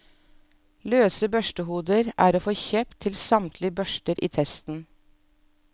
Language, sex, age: Norwegian, female, 47